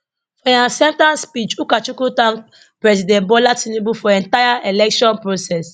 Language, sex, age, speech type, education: Nigerian Pidgin, female, 30-45, spontaneous, tertiary